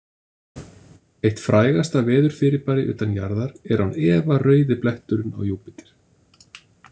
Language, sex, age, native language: Icelandic, male, 50-59, Icelandic